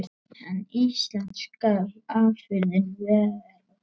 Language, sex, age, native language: Icelandic, male, 8, Icelandic